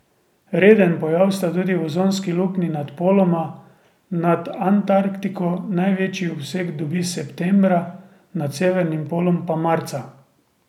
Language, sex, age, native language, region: Slovenian, male, 30-49, Slovenian, Drava region